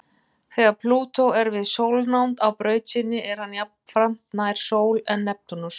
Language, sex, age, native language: Icelandic, female, 50-59, Icelandic